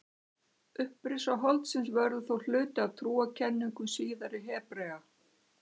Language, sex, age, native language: Icelandic, female, 60-69, Icelandic